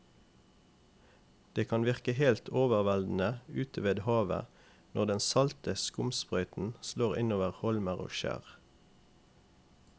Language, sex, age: Norwegian, male, 28